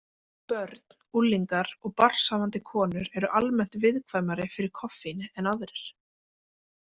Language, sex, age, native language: Icelandic, female, 20-29, Icelandic